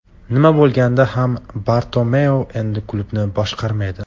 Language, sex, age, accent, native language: Uzbek, male, 18-24, Farg'ona, Tajik